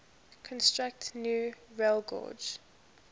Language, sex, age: English, female, 21